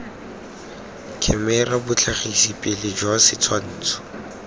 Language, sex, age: Tswana, male, 18